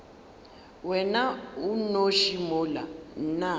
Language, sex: Northern Sotho, female